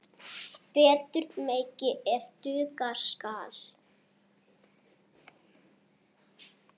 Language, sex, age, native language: Icelandic, female, 7, Icelandic